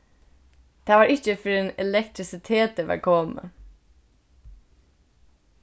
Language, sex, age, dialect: Faroese, female, 15-35, Suðurstreymoy